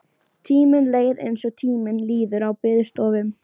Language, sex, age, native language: Icelandic, female, 13, Icelandic